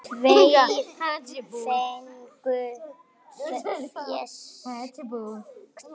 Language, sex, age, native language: Icelandic, male, 9, Icelandic